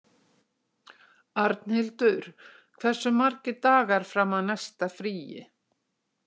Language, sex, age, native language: Icelandic, female, 60-69, Icelandic